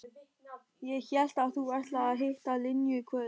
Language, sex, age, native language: Icelandic, male, 13, German